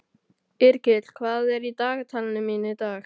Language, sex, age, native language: Icelandic, male, 12, Icelandic